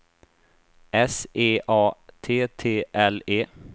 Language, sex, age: Swedish, male, 24